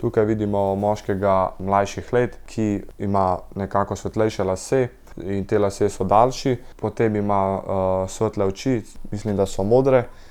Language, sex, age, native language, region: Slovenian, male, 18-29, Slovenian, Central Slovenia